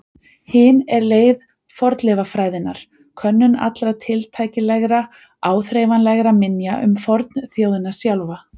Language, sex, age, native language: Icelandic, female, 40-49, Icelandic